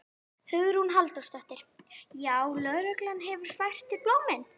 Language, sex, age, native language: Icelandic, female, 11, Icelandic